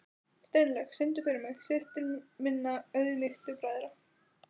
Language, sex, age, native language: Icelandic, female, 12, Icelandic